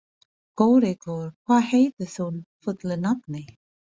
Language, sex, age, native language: Icelandic, female, 40-49, Filipino